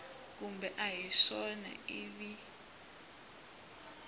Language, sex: Tsonga, male